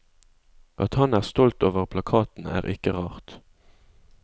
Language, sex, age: Norwegian, male, 20